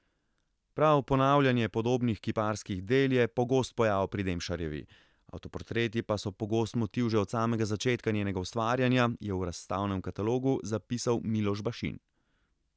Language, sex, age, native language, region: Slovenian, male, 30-49, Slovenian, Central Slovenia